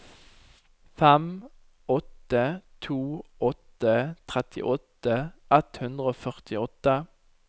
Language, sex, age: Norwegian, male, 29